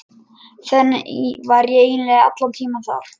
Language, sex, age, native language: Icelandic, male, 11, Lithuanian